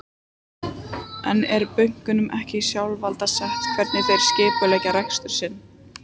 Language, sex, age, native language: Icelandic, female, 18-19, Icelandic